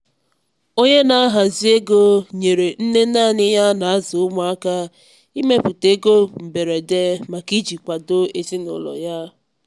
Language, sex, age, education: Igbo, female, 15-29, tertiary